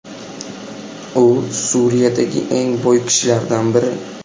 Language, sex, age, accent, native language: Uzbek, male, 12-17, Buxoro, Uzbek